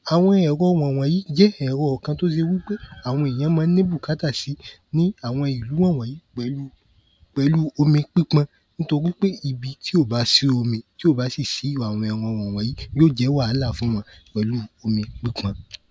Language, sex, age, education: Yoruba, male, 15-29, tertiary